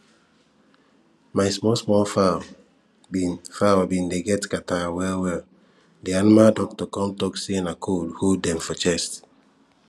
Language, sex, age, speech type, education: Nigerian Pidgin, male, 15-29, spontaneous, tertiary